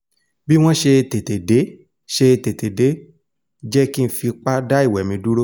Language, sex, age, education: Yoruba, male, 15-29, tertiary